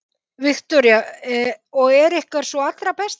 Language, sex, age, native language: Icelandic, female, 50-59, Icelandic